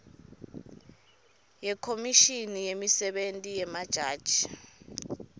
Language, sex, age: Swati, female, 23